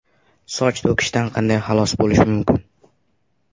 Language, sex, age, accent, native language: Uzbek, male, 18-24, Sirdaryo, Uzbek